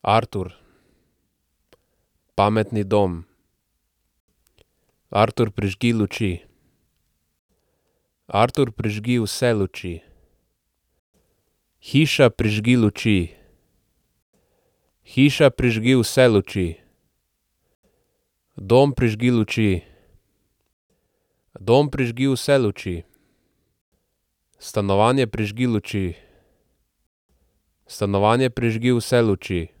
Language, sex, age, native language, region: Slovenian, male, 18-29, Slovenian, Central Slovenia